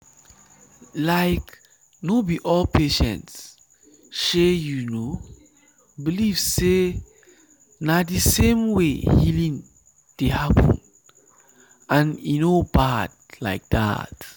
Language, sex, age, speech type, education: Nigerian Pidgin, male, 15-29, spontaneous, tertiary